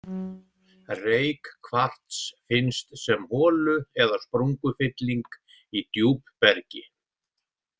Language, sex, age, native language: Icelandic, male, 70-79, Icelandic